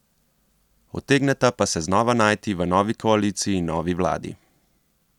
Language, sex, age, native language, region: Slovenian, male, 30-49, Slovenian, Central Slovenia